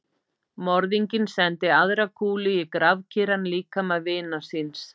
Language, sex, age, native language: Icelandic, female, 50-59, Icelandic